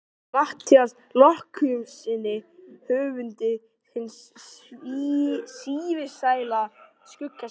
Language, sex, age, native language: Icelandic, male, 13, Icelandic